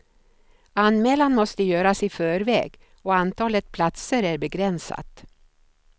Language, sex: Swedish, female